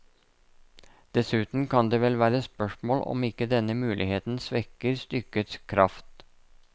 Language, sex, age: Norwegian, male, 57